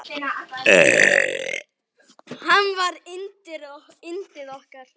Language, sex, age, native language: Icelandic, male, 10, Icelandic